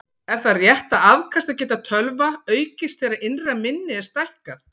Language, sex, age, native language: Icelandic, female, 40-49, Icelandic